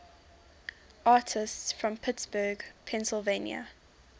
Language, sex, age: English, female, 19